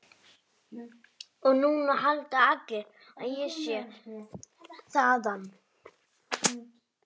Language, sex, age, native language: Icelandic, female, 14, Icelandic